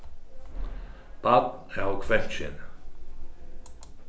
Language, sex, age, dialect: Faroese, male, 36-60, Suðurstreymoy